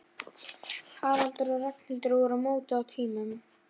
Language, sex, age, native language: Icelandic, female, 11, Icelandic